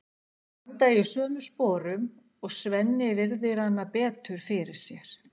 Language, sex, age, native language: Icelandic, female, 60-69, Icelandic